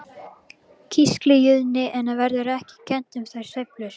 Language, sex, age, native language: Icelandic, male, 12, Icelandic